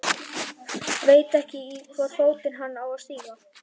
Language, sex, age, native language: Icelandic, male, 11, Icelandic